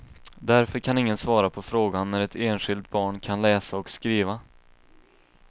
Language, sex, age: Swedish, male, 22